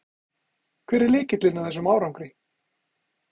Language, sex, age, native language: Icelandic, male, 40-49, Icelandic